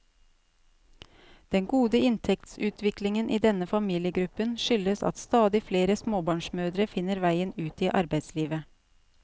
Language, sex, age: Norwegian, female, 37